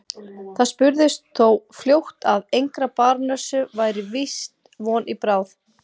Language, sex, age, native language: Icelandic, female, 40-49, Icelandic